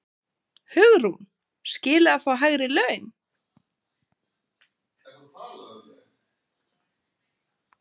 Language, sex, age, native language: Icelandic, female, 20-29, Icelandic